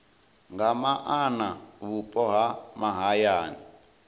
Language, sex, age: Venda, male, 19